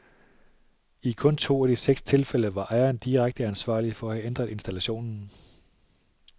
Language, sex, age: Danish, male, 37